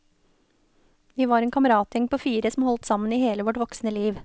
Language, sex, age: Norwegian, female, 29